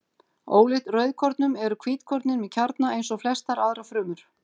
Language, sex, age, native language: Icelandic, female, 50-59, Icelandic